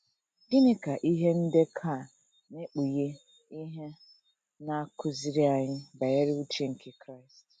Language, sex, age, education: Igbo, female, 15-29, tertiary